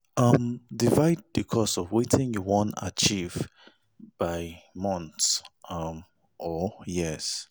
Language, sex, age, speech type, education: Nigerian Pidgin, male, 30-45, spontaneous, tertiary